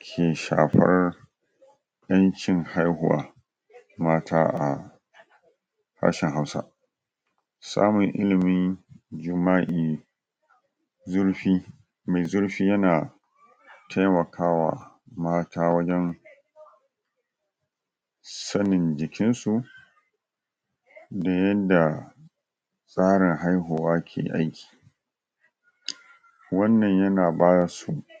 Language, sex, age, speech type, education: Hausa, male, 46-60, spontaneous, tertiary